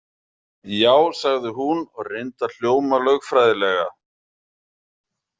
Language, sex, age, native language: Icelandic, male, 40-49, Icelandic